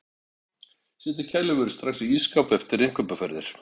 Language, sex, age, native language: Icelandic, male, 60-69, Icelandic